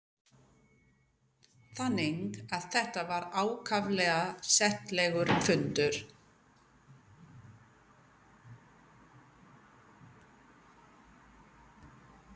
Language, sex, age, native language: Icelandic, female, 50-59, English